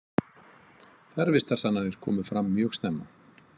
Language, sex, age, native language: Icelandic, male, 50-59, Icelandic